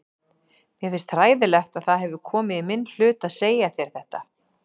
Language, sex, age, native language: Icelandic, female, 40-49, Icelandic